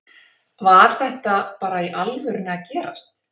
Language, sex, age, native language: Icelandic, female, 50-59, Icelandic